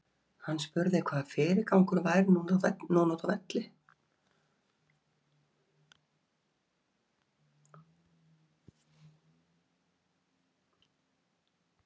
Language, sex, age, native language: Icelandic, female, 40-49, Icelandic